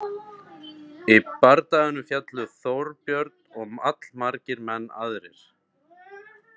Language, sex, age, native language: Icelandic, male, 30-39, Icelandic